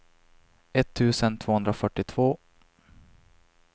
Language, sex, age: Swedish, male, 26